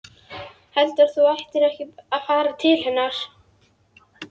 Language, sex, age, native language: Icelandic, female, 11, Icelandic